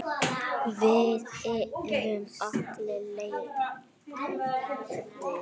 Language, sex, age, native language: Icelandic, female, 40-49, Icelandic